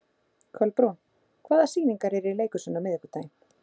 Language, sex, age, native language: Icelandic, female, 30-39, Icelandic